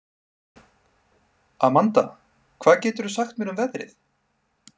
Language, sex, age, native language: Icelandic, male, 30-39, Icelandic